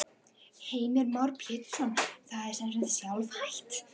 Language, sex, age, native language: Icelandic, female, 12, Icelandic